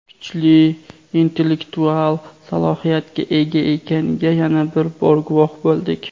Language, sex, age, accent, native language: Uzbek, male, 18-24, Andijon, Uzbek